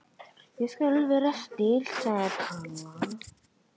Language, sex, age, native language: Icelandic, male, 11, Icelandic